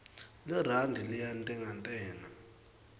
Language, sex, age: Swati, male, 19